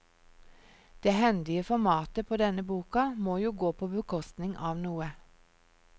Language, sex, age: Norwegian, female, 46